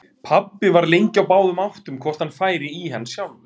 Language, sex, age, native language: Icelandic, male, 30-39, Icelandic